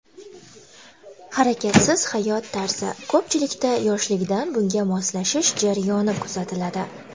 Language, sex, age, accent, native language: Uzbek, female, 19-29, Toshkent viloyati, Uzbek